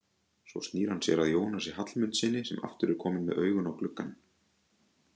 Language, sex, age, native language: Icelandic, male, 30-39, Icelandic